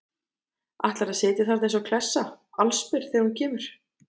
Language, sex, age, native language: Icelandic, female, 30-39, Icelandic